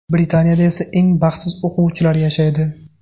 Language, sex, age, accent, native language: Uzbek, male, 18-24, Farg'ona, Uzbek